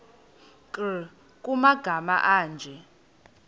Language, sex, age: Xhosa, female, 18